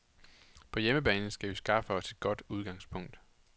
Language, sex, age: Danish, male, 28